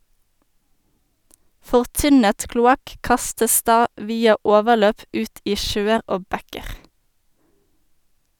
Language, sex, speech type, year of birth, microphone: Norwegian, female, read, 1991, Sennheiser